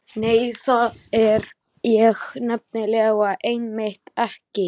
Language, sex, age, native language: Icelandic, male, 13, Icelandic